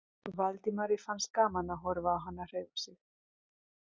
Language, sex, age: Icelandic, female, 30-39